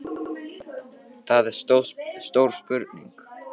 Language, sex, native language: Icelandic, male, Icelandic